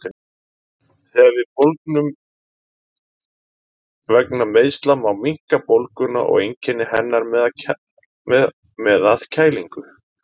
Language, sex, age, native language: Icelandic, male, 30-39, Icelandic